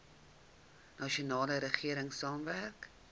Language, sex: Afrikaans, female